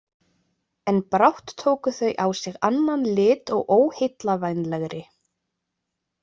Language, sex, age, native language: Icelandic, female, 20-29, Icelandic